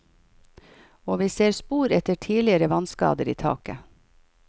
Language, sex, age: Norwegian, female, 51